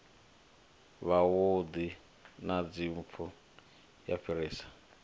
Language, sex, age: Venda, male, 25